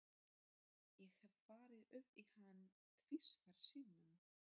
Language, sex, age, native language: Icelandic, female, 30-39, Polish